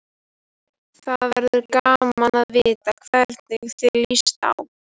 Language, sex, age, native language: Icelandic, female, 12, Icelandic